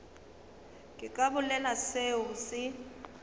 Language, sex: Northern Sotho, female